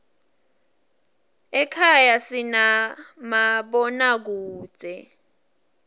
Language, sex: Swati, female